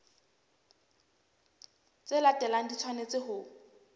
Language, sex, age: Southern Sotho, female, 23